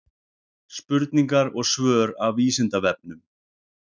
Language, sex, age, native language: Icelandic, male, 40-49, Icelandic